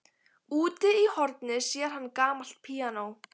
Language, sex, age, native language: Icelandic, female, 15, Icelandic